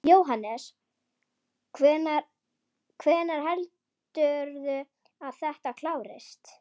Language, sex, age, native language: Icelandic, male, 12, Icelandic